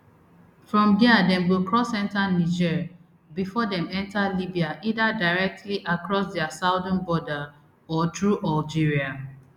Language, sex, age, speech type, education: Nigerian Pidgin, female, 30-45, spontaneous, tertiary